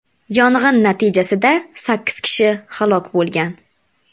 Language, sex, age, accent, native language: Uzbek, female, 18-24, Namangan, Uzbek